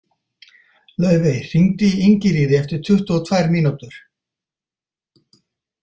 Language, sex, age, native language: Icelandic, male, 50-59, Icelandic